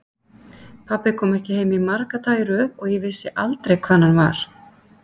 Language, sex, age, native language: Icelandic, female, 50-59, Icelandic